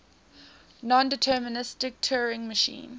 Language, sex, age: English, female, 18